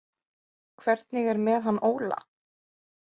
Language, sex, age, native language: Icelandic, female, 20-29, Icelandic